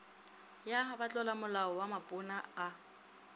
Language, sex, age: Northern Sotho, female, 27